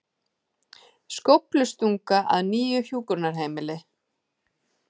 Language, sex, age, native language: Icelandic, female, 30-39, Icelandic